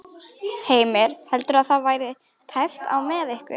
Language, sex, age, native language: Icelandic, female, 12, Icelandic